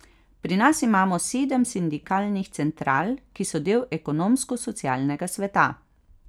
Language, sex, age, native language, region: Slovenian, female, 30-49, Slovenian, Carinthia region